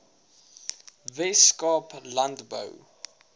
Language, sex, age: Afrikaans, male, 19